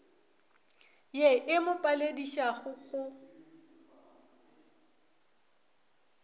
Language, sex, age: Northern Sotho, female, 24